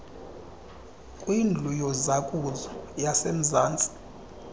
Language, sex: Xhosa, male